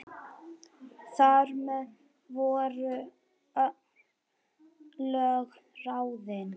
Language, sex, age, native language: Icelandic, female, 9, Icelandic